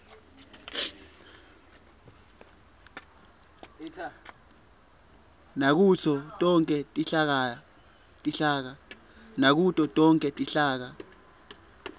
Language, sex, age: Swati, male, 23